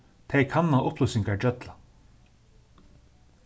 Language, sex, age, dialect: Faroese, male, 36-60, Suðurstreymoy